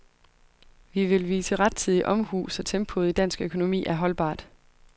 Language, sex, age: Danish, female, 22